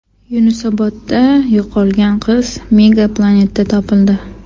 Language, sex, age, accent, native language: Uzbek, female, 18-24, Toshkent shahri, Uzbek